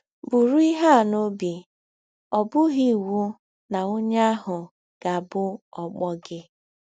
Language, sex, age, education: Igbo, female, 15-29, tertiary